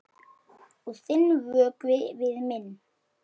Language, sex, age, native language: Icelandic, male, 8, Icelandic